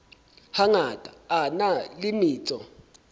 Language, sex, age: Southern Sotho, male, 23